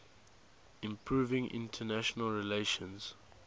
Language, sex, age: English, male, 19